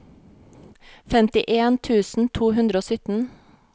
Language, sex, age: Norwegian, female, 40